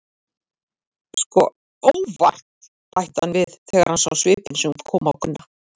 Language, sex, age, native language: Icelandic, female, 40-49, Icelandic